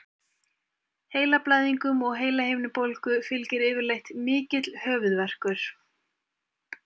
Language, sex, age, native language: Icelandic, female, 20-29, Icelandic